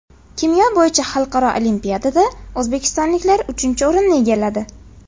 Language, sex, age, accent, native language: Uzbek, female, 18-24, Farg'ona, Uzbek